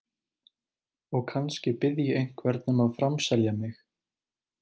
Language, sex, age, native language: Icelandic, male, 20-29, Icelandic